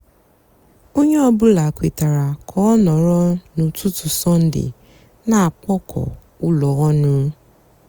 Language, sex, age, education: Igbo, female, 15-29, tertiary